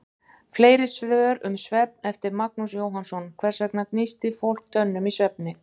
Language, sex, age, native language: Icelandic, female, 50-59, Icelandic